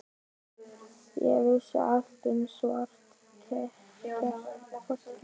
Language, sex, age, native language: Icelandic, male, 12, Icelandic